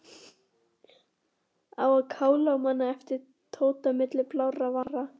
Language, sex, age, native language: Icelandic, female, 11, Icelandic